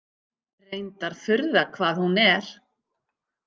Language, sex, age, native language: Icelandic, female, 50-59, Icelandic